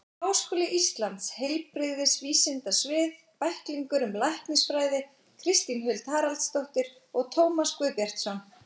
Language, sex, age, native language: Icelandic, female, 40-49, Icelandic